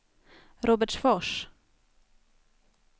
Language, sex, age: Swedish, female, 29